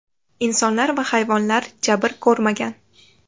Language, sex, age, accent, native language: Uzbek, female, under 19, Toshkent shahri, Uzbek